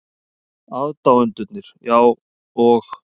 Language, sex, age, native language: Icelandic, male, 30-39, Icelandic